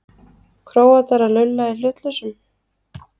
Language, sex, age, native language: Icelandic, female, 30-39, Icelandic